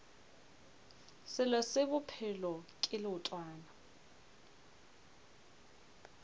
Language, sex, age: Northern Sotho, female, 25